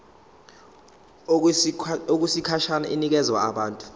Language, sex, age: Zulu, male, 21